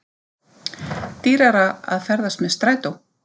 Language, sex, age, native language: Icelandic, female, 50-59, Icelandic